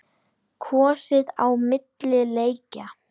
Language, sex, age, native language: Icelandic, female, 10, Icelandic